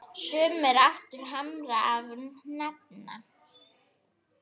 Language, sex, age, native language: Icelandic, female, 9, Icelandic